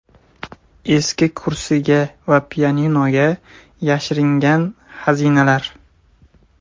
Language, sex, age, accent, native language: Uzbek, male, 18-24, Toshkent viloyati, Uzbek